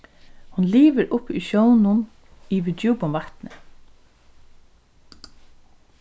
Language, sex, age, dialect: Faroese, female, 36-60, Suðurstreymoy